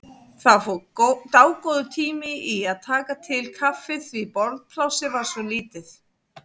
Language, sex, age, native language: Icelandic, female, 50-59, Icelandic